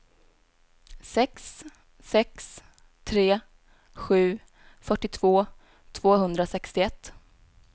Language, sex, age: Swedish, female, 18